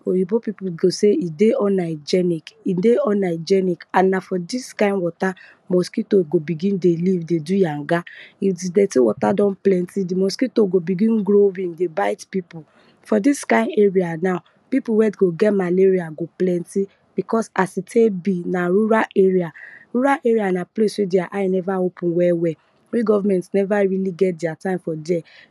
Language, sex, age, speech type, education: Nigerian Pidgin, female, 30-45, spontaneous, tertiary